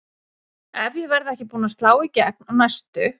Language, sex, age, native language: Icelandic, female, 40-49, Icelandic